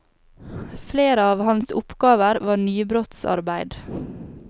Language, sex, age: Norwegian, female, 28